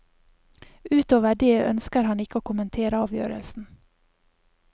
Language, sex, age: Norwegian, female, 28